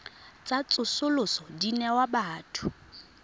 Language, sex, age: Tswana, female, 22